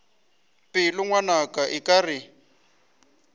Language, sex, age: Northern Sotho, male, 20